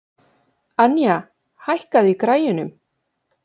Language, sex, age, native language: Icelandic, female, 40-49, Icelandic